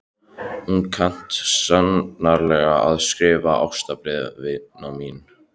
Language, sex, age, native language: Icelandic, male, 13, Icelandic